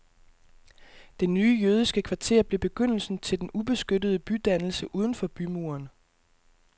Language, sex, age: Danish, male, 32